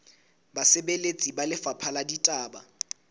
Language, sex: Southern Sotho, male